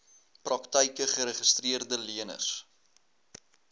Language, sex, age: Afrikaans, male, 21